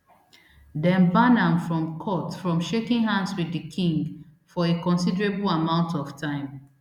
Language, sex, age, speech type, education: Nigerian Pidgin, female, 30-45, spontaneous, tertiary